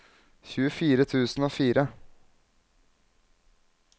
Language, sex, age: Norwegian, male, 21